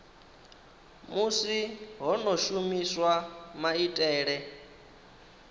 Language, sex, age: Venda, male, 19